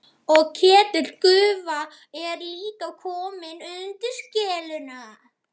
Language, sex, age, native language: Icelandic, male, 11, Icelandic